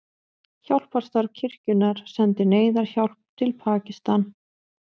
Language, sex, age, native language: Icelandic, female, 20-29, Icelandic